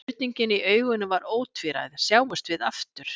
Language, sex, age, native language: Icelandic, female, 60-69, Icelandic